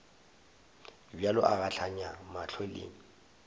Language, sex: Northern Sotho, male